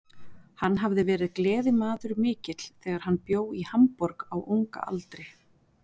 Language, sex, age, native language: Icelandic, female, 40-49, Icelandic